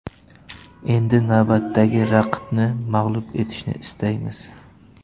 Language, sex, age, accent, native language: Uzbek, male, 18-24, Surxondaryo, Uzbek